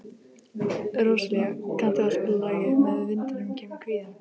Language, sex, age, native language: Icelandic, female, 15, Icelandic